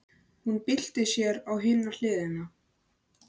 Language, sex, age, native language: Icelandic, male, 13, Icelandic